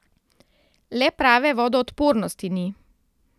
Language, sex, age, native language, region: Slovenian, female, 30-49, Slovenian, Central Slovenia